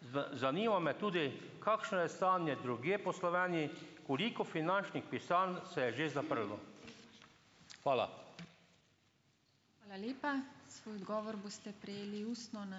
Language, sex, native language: Slovenian, male, Slovenian